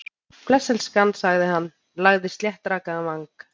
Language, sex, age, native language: Icelandic, female, 30-39, Icelandic